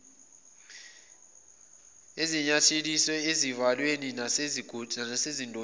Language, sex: Zulu, male